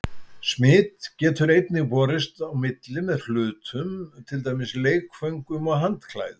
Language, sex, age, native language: Icelandic, male, 70-79, Icelandic